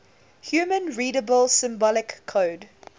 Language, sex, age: English, female, 20